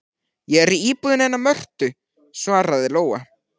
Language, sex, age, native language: Icelandic, male, 14, Icelandic